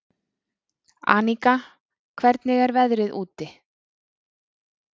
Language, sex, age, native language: Icelandic, female, 30-39, Icelandic